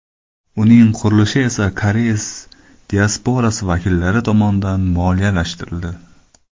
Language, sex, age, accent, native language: Uzbek, male, 25-34, Qoraqalpog'iston, Karakalpak